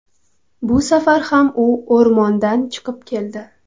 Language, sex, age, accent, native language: Uzbek, female, 18-24, Qoraqalpog'iston, Karakalpak